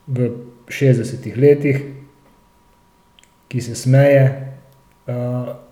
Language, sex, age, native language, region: Slovenian, male, 30-49, Slovenian, Central Slovenia